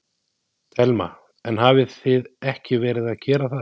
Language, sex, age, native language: Icelandic, male, 20-29, Icelandic